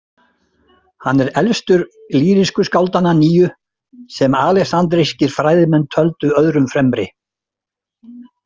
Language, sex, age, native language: Icelandic, male, 60-69, Icelandic